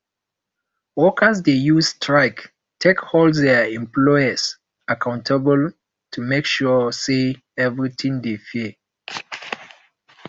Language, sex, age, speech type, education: Nigerian Pidgin, male, 15-29, spontaneous, tertiary